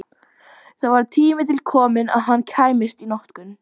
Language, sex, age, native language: Icelandic, female, 12, Icelandic